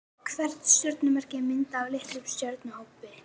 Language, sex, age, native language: Icelandic, female, 18-19, Icelandic